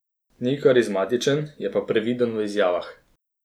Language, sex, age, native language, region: Slovenian, male, 30-49, Slovenian, Posavska region